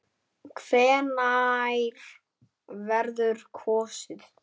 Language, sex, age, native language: Icelandic, male, 9, Icelandic